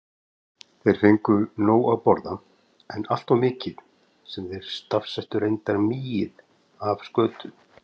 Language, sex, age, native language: Icelandic, male, 50-59, Icelandic